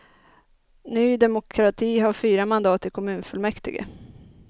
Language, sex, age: Swedish, female, 30